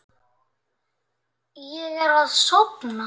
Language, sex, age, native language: Icelandic, male, 7, Icelandic